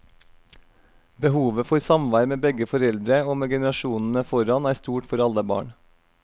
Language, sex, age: Norwegian, male, 32